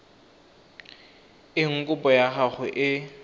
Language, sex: Tswana, male